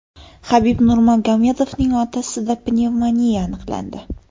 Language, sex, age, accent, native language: Uzbek, female, under 19, Qoraqalpog'iston, Uzbek